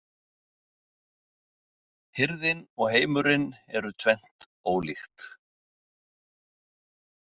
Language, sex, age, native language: Icelandic, male, 60-69, Icelandic